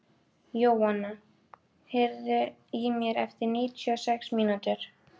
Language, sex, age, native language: Icelandic, female, 12, Icelandic